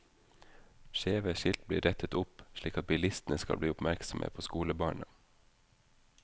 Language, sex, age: Norwegian, male, 32